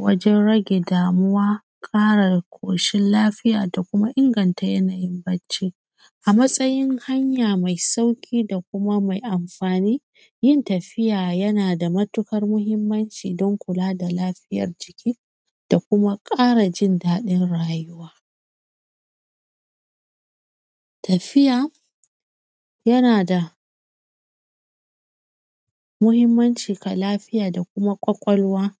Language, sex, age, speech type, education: Hausa, female, 15-29, spontaneous, secondary